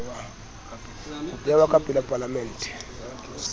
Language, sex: Southern Sotho, male